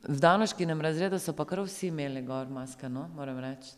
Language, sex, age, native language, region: Slovenian, female, 30-49, Slovenian, Drava region